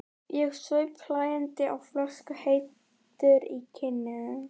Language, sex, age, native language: Icelandic, female, 11, Icelandic